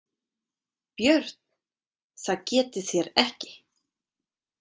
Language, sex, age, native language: Icelandic, female, 30-39, Icelandic